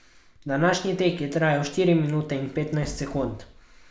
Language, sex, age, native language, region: Slovenian, male, 12-17, Slovenian, Carinthia region